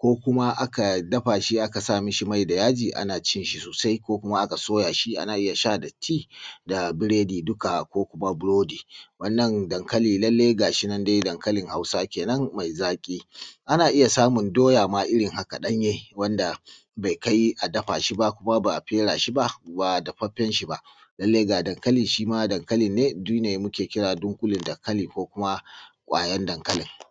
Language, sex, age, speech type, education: Hausa, male, 30-45, spontaneous, tertiary